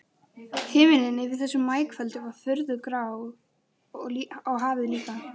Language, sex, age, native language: Icelandic, female, 11, Icelandic